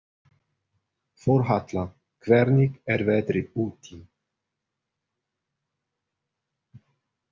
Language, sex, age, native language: Icelandic, male, 30-39, Portuguese